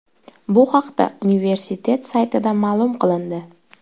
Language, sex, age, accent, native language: Uzbek, female, 18-24, Sirdaryo, Uzbek